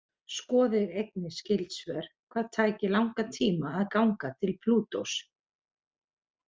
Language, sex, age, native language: Icelandic, female, 40-49, Icelandic